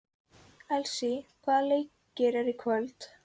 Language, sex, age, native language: Icelandic, female, 12, Icelandic